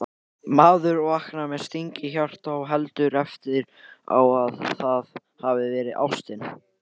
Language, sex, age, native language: Icelandic, male, 18-19, Icelandic